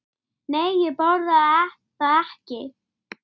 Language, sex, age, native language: Icelandic, male, 9, Icelandic